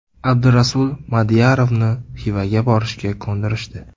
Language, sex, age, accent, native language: Uzbek, male, 18-24, Samarqand, Uzbek